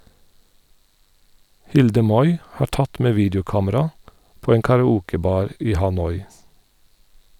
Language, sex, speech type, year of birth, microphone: Norwegian, male, read, 1972, Sennheiser